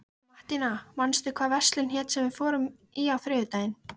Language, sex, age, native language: Icelandic, female, 13, Icelandic